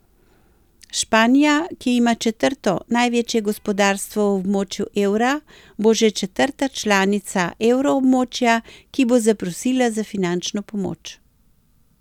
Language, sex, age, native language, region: Slovenian, female, 60+, Slovenian, Central Slovenia